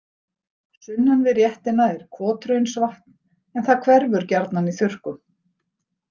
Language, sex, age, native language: Icelandic, female, 60-69, Icelandic